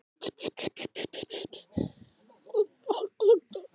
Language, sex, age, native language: Icelandic, male, 12, Icelandic